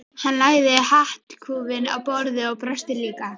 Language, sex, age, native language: Icelandic, female, 11, Icelandic